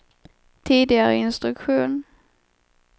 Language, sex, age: Swedish, female, 25